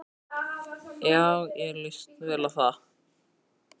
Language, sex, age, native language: Icelandic, male, 12, Icelandic